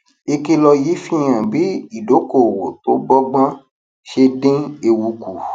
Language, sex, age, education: Yoruba, male, 30-45, tertiary